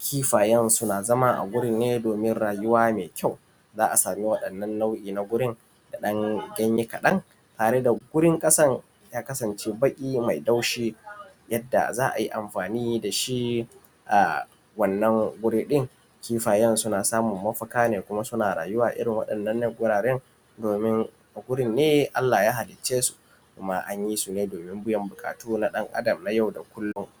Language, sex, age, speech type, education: Hausa, male, 15-29, spontaneous, tertiary